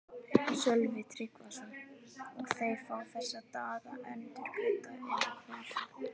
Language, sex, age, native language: Icelandic, male, 11, Icelandic